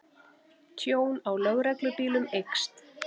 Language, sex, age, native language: Icelandic, female, 30-39, Icelandic